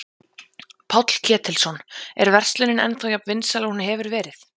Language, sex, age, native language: Icelandic, female, 20-29, Icelandic